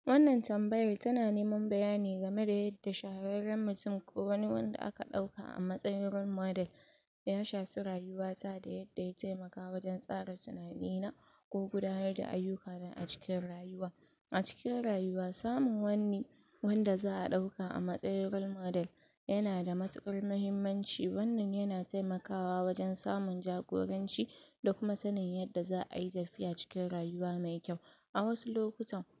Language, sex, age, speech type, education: Hausa, female, 46-60, spontaneous, tertiary